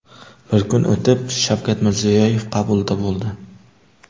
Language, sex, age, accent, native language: Uzbek, male, 18-24, Jizzax, Uzbek